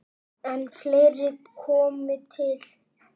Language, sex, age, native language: Icelandic, male, 8, Icelandic